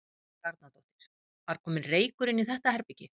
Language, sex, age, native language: Icelandic, female, 50-59, Icelandic